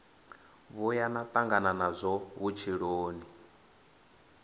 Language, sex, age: Venda, male, 21